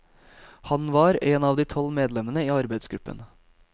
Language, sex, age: Norwegian, male, 22